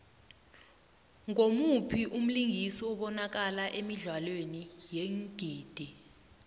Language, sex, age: South Ndebele, female, 20